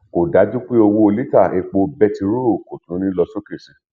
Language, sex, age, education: Yoruba, male, 46-60, tertiary